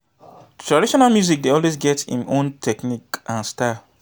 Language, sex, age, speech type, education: Nigerian Pidgin, male, 30-45, spontaneous, tertiary